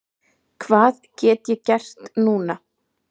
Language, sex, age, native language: Icelandic, male, 8, Icelandic